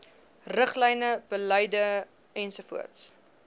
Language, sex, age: Afrikaans, female, 21